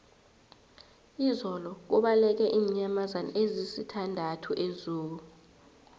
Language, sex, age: South Ndebele, female, 19